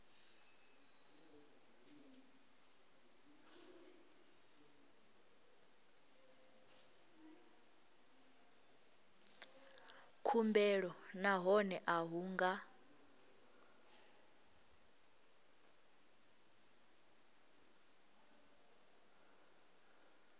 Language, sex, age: Venda, female, 20